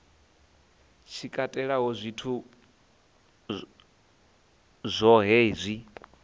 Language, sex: Venda, male